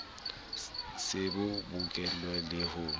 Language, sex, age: Southern Sotho, male, 26